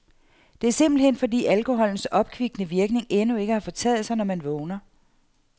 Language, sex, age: Danish, female, 48